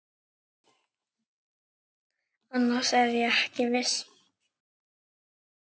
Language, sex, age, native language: Icelandic, male, 9, Icelandic